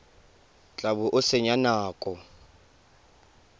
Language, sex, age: Tswana, male, 19